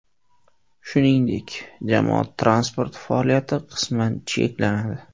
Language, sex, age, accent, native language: Uzbek, male, 18-24, Surxondaryo, Uzbek